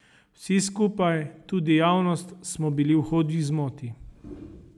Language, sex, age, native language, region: Slovenian, male, 30-49, Slovenian, Savinja region